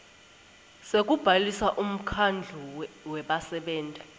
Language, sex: Swati, female